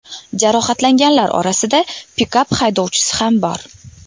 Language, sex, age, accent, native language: Uzbek, female, 19-29, Toshkent viloyati, Uzbek